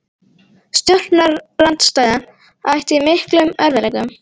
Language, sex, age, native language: Icelandic, female, 18-19, Icelandic